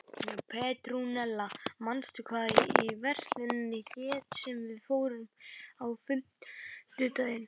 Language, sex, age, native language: Icelandic, male, 12, Icelandic